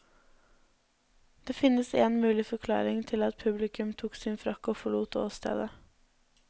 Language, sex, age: Norwegian, female, 20